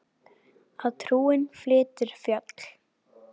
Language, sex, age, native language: Icelandic, female, 10, Icelandic